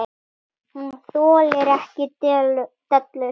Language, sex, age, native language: Icelandic, female, 10, Icelandic